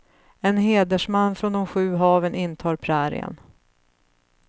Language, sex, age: Swedish, female, 35